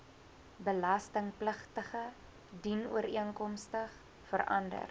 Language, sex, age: Afrikaans, female, 20